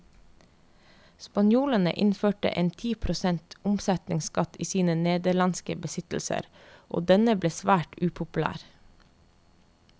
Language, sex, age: Norwegian, female, 30